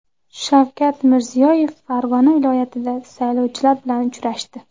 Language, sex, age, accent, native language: Uzbek, female, 18-24, Andijon, Uzbek